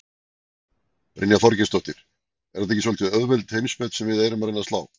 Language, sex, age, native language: Icelandic, male, 40-49, Icelandic